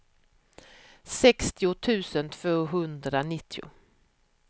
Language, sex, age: Swedish, female, 44